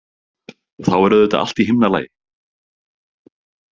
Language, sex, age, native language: Icelandic, male, 30-39, Icelandic